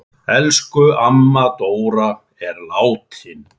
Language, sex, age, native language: Icelandic, female, 10, Icelandic